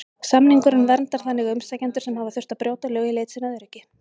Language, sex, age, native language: Icelandic, female, 30-39, Icelandic